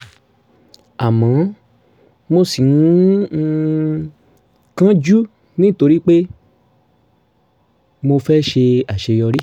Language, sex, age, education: Yoruba, male, 30-45, tertiary